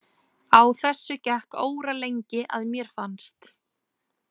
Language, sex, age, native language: Icelandic, female, 20-29, Icelandic